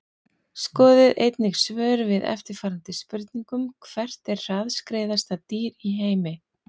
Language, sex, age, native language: Icelandic, female, 40-49, Icelandic